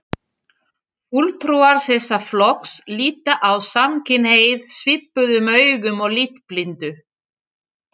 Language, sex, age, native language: Icelandic, female, 40-49, French